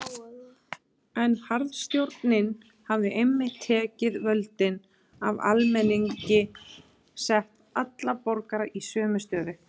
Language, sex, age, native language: Icelandic, female, 20-29, Icelandic